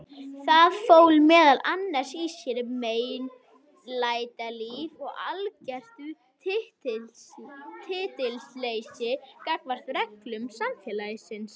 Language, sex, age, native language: Icelandic, female, 21, Icelandic